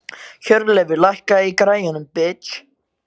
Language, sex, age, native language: Icelandic, male, 14, Icelandic